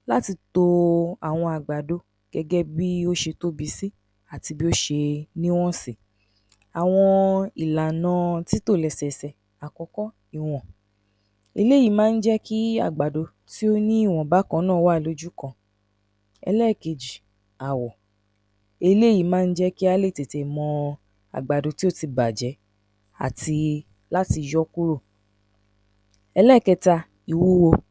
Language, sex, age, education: Yoruba, female, 30-45, tertiary